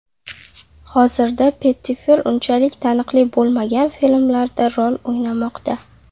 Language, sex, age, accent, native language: Uzbek, female, under 19, Qashqadaryo, Uzbek